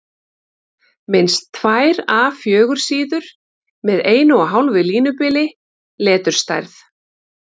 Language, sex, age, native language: Icelandic, female, 50-59, Icelandic